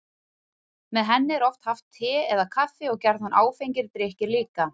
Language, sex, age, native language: Icelandic, female, 30-39, Icelandic